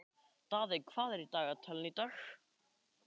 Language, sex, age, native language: Icelandic, male, 11, Icelandic